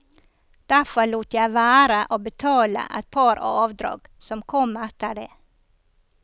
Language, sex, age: Norwegian, female, 54